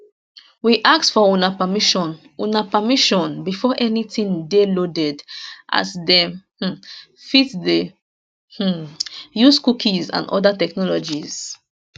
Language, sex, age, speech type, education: Nigerian Pidgin, female, 15-29, spontaneous, tertiary